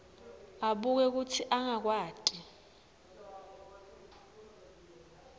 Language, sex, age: Swati, female, 21